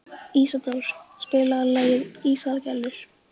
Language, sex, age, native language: Icelandic, female, 15, Icelandic